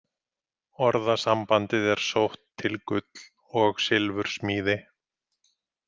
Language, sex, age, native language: Icelandic, male, 50-59, Icelandic